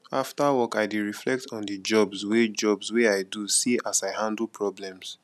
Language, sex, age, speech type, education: Nigerian Pidgin, male, 15-29, spontaneous, tertiary